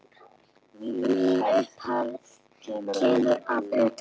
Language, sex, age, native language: Icelandic, female, 7, Icelandic